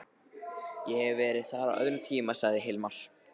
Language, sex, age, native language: Icelandic, other, 13, Icelandic